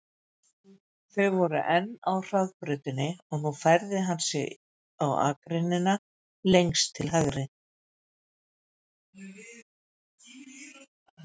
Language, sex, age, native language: Icelandic, female, 50-59, Icelandic